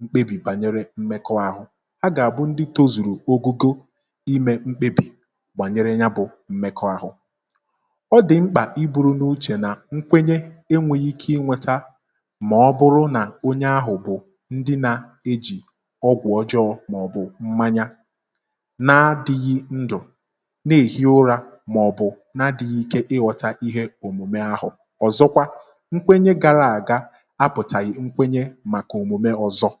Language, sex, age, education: Igbo, male, 15-29, tertiary